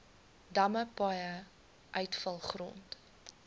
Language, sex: Afrikaans, female